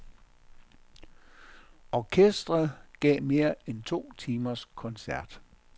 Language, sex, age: Danish, male, 57